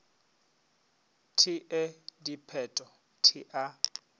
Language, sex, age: Northern Sotho, male, 30